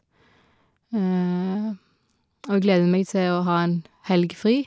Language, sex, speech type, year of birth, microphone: Norwegian, female, spontaneous, 1990, Shure